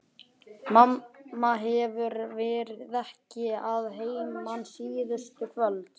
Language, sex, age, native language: Icelandic, male, 11, Icelandic